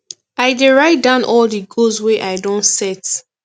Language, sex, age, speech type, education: Nigerian Pidgin, female, 15-29, spontaneous, tertiary